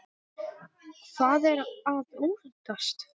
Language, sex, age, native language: Icelandic, female, 10, Icelandic